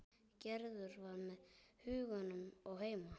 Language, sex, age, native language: Icelandic, male, 9, Icelandic